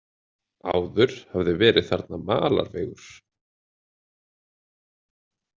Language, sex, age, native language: Icelandic, male, 20-29, Icelandic